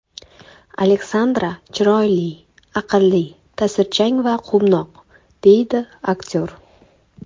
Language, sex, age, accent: Uzbek, female, 18-24, Qoraqalpog'iston